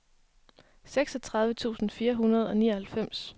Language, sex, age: Danish, female, 23